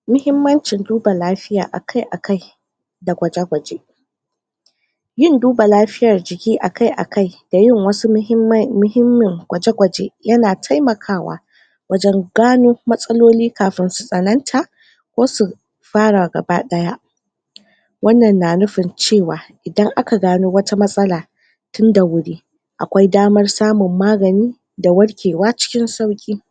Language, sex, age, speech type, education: Hausa, female, 46-60, spontaneous, tertiary